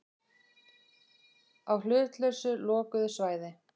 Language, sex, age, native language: Icelandic, female, 20-29, Icelandic